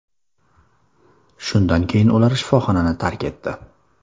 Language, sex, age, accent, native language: Uzbek, male, 18-24, Surxondaryo, Uzbek